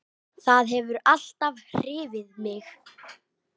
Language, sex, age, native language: Icelandic, male, 9, Icelandic